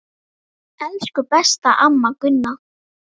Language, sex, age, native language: Icelandic, female, 10, Icelandic